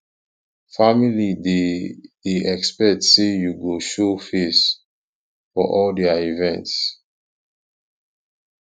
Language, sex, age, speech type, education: Nigerian Pidgin, male, 15-29, spontaneous, tertiary